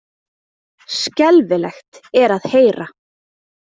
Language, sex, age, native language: Icelandic, female, 20-29, Icelandic